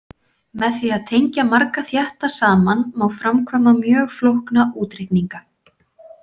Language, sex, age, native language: Icelandic, female, 40-49, Icelandic